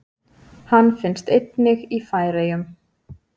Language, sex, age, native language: Icelandic, female, 30-39, Icelandic